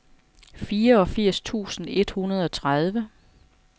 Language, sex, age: Danish, female, 45